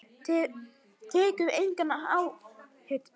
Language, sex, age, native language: Icelandic, male, 9, Icelandic